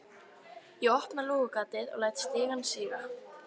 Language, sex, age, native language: Icelandic, female, 13, Icelandic